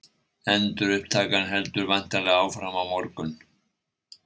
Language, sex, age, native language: Icelandic, male, 60-69, Icelandic